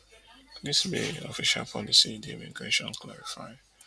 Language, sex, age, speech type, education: Nigerian Pidgin, male, 30-45, spontaneous, tertiary